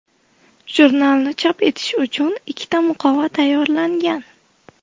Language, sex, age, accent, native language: Uzbek, female, 18-24, Namangan, Uzbek